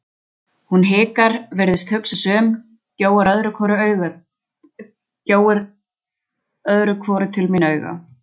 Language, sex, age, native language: Icelandic, female, 20-29, Icelandic